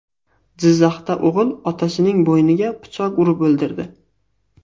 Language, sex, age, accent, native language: Uzbek, male, 18-24, Xorazm, Uzbek